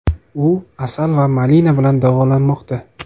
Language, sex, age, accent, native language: Uzbek, male, 18-24, Toshkent viloyati, Uzbek